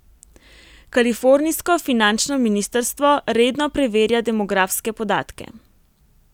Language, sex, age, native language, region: Slovenian, female, 18-29, Slovenian, Primorsko-notranjska region